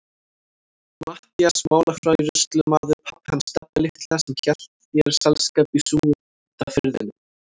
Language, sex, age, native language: Icelandic, female, 18-19, Icelandic